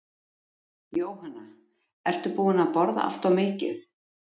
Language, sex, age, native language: Icelandic, female, 50-59, Icelandic